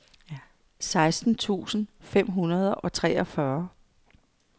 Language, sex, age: Danish, female, 55